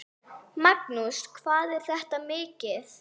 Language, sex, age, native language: Icelandic, female, 9, Icelandic